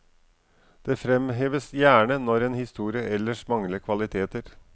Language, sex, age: Norwegian, male, 44